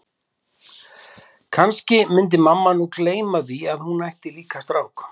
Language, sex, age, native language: Icelandic, male, 50-59, Icelandic